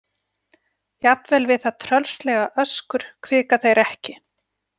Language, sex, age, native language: Icelandic, female, 40-49, Icelandic